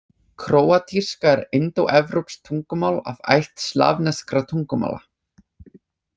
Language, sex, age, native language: Icelandic, other, 20-29, English